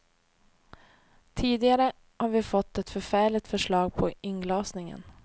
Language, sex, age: Swedish, female, 28